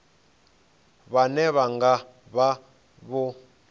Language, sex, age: Venda, male, 26